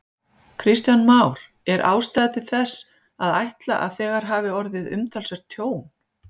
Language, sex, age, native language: Icelandic, female, 50-59, Icelandic